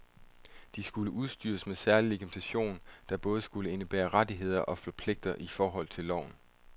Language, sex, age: Danish, male, 31